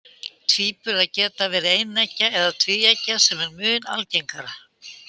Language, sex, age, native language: Icelandic, female, 80-89, Icelandic